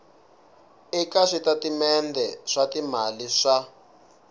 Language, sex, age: Tsonga, male, 19